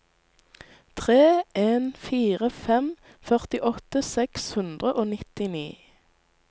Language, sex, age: Norwegian, female, 19